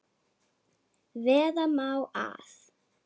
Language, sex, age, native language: Icelandic, female, 8, Icelandic